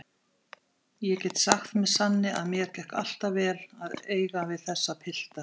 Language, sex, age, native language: Icelandic, female, 50-59, Icelandic